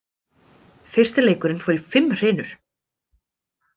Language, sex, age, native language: Icelandic, female, 30-39, Icelandic